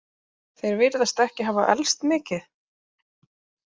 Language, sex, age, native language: Icelandic, female, 30-39, Icelandic